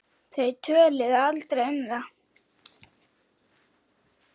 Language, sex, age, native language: Icelandic, female, 9, Icelandic